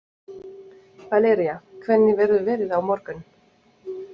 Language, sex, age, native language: Icelandic, other, 30-39, French